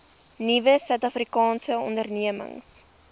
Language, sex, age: Afrikaans, female, 20